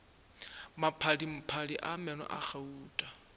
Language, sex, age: Northern Sotho, male, 24